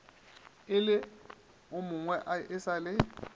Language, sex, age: Northern Sotho, male, 27